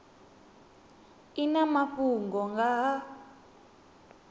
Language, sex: Venda, female